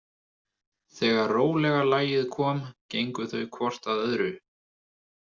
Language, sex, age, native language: Icelandic, male, 20-29, Icelandic